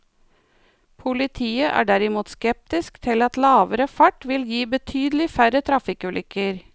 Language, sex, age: Norwegian, female, 49